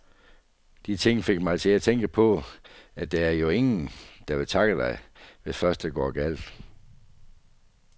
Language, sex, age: Danish, male, 48